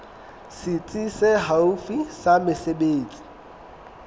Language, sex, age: Southern Sotho, male, 22